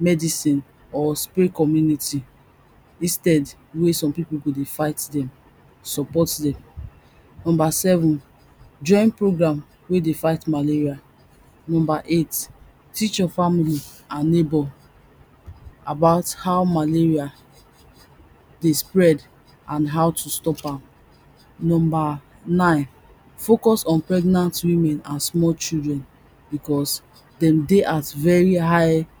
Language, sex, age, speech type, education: Nigerian Pidgin, female, 30-45, spontaneous, tertiary